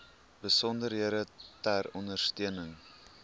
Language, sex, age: Afrikaans, male, 19